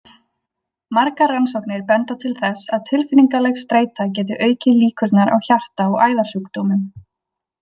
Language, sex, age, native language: Icelandic, female, 20-29, Icelandic